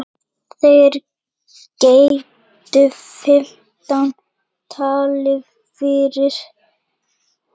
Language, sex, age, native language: Icelandic, female, 8, Icelandic